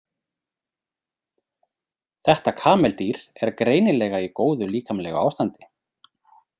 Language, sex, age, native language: Icelandic, male, 40-49, Icelandic